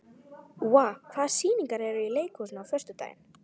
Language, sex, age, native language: Icelandic, female, 11, Icelandic